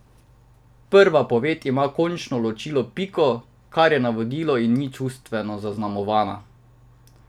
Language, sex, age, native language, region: Slovenian, male, 18-29, Slovenian, Drava region